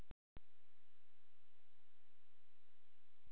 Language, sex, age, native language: Icelandic, male, 13, Icelandic